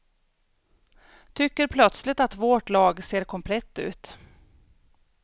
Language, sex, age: Swedish, female, 42